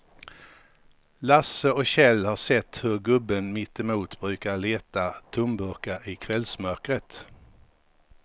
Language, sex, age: Swedish, male, 53